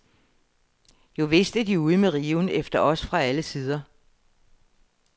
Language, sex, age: Danish, female, 60